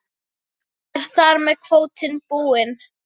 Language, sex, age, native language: Icelandic, female, 10, Icelandic